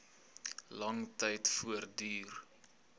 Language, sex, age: Afrikaans, male, 21